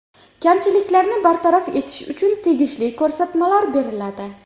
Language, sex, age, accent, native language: Uzbek, female, 18-24, Andijon, Uzbek